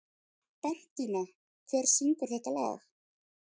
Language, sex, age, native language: Icelandic, female, 30-39, Icelandic